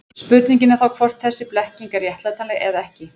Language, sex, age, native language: Icelandic, female, 20-29, Icelandic